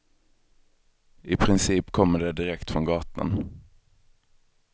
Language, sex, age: Swedish, male, 23